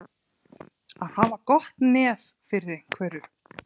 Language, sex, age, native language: Icelandic, female, 30-39, Icelandic